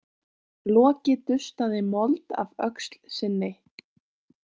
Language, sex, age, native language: Icelandic, female, 18-19, Icelandic